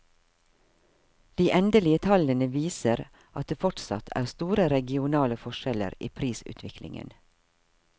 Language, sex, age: Norwegian, female, 52